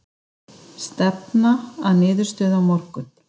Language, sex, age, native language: Icelandic, female, 50-59, Icelandic